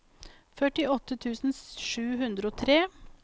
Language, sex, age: Norwegian, female, 42